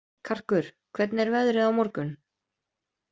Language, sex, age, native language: Icelandic, female, 20-29, Icelandic